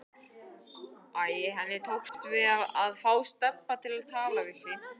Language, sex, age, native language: Icelandic, male, 11, Icelandic